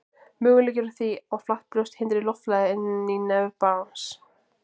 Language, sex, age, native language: Icelandic, female, 20-29, Icelandic